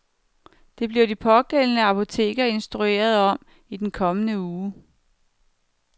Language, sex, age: Danish, female, 49